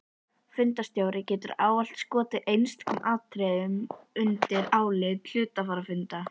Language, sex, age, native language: Icelandic, female, 11, Icelandic